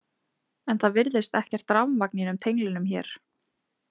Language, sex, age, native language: Icelandic, female, 20-29, Icelandic